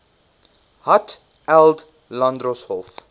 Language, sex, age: Afrikaans, male, 19